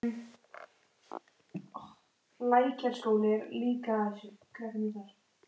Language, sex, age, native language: Icelandic, female, 14, Icelandic